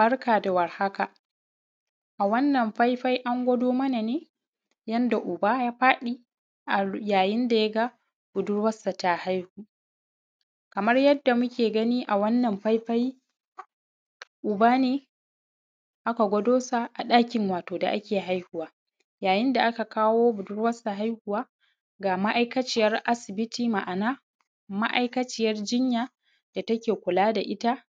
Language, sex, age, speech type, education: Hausa, female, 30-45, spontaneous, primary